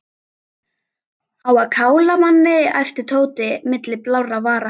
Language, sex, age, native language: Icelandic, female, 11, Icelandic